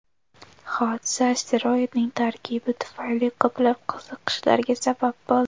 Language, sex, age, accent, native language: Uzbek, female, under 19, Toshkent shahri, Uzbek